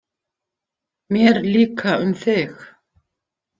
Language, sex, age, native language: Icelandic, female, 50-59, Icelandic